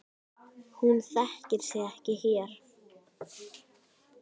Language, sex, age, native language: Icelandic, female, 10, Icelandic